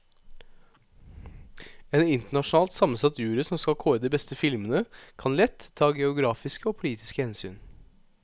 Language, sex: Norwegian, male